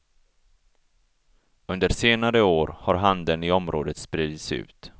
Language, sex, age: Swedish, male, 34